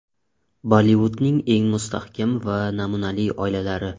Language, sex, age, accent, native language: Uzbek, male, 25-34, Xorazm, Uzbek